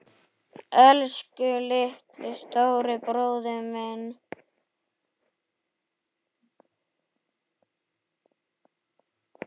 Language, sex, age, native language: Icelandic, male, 8, Icelandic